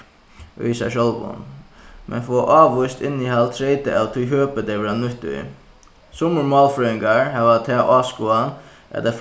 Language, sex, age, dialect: Faroese, male, 15-35, Suðuroy